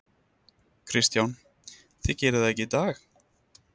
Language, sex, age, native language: Icelandic, male, 30-39, Icelandic